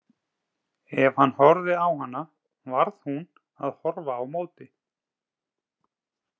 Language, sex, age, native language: Icelandic, male, 30-39, Icelandic